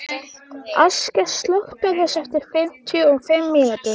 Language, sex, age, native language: Icelandic, female, 13, Icelandic